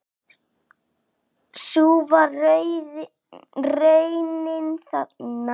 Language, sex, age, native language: Icelandic, male, 7, Icelandic